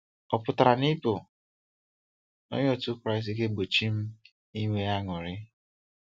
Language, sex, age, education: Igbo, male, 15-29, tertiary